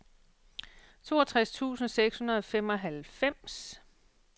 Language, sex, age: Danish, female, 48